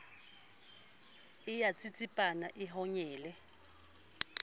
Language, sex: Southern Sotho, female